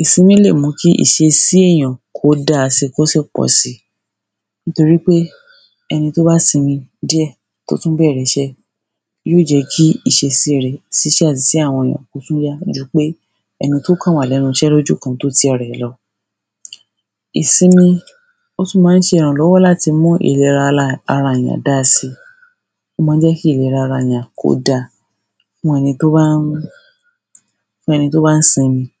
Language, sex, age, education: Yoruba, female, 30-45, secondary